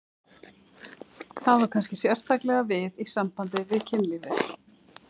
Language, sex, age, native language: Icelandic, female, 11, Icelandic